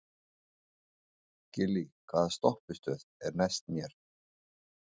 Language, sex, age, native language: Icelandic, male, 40-49, Icelandic